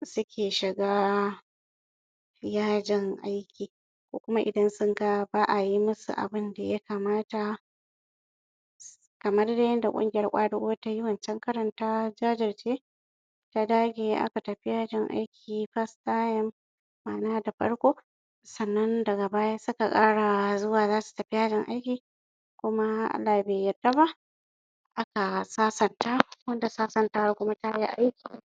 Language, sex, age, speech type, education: Hausa, female, 46-60, spontaneous, tertiary